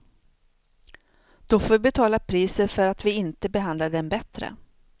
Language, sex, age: Swedish, female, 42